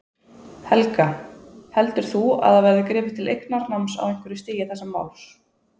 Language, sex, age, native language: Icelandic, female, 20-29, Icelandic